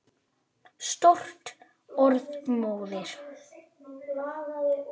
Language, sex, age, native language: Icelandic, male, 8, Icelandic